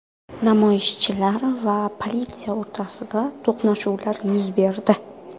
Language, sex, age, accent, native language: Uzbek, female, 19-29, Qoraqalpog'iston, Karakalpak